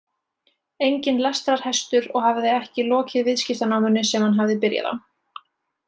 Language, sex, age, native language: Icelandic, female, 20-29, Icelandic